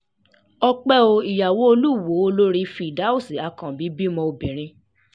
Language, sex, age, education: Yoruba, female, 15-29, tertiary